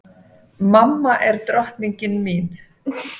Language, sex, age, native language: Icelandic, female, 40-49, Icelandic